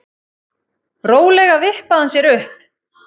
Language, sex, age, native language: Icelandic, female, 7, Icelandic